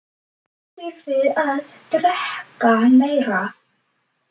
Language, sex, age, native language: Icelandic, male, 10, Icelandic